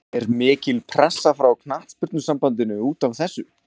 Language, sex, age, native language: Icelandic, male, 20-29, Icelandic